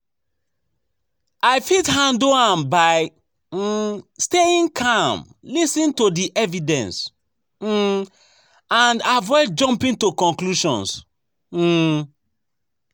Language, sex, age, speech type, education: Nigerian Pidgin, male, 15-29, spontaneous, tertiary